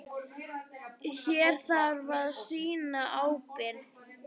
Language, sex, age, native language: Icelandic, female, 9, Icelandic